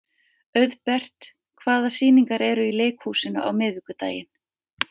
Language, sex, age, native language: Icelandic, female, 50-59, Icelandic